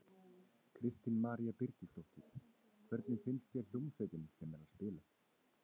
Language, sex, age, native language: Icelandic, male, 30-39, Icelandic